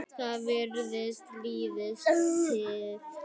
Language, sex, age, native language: Icelandic, female, 9, Icelandic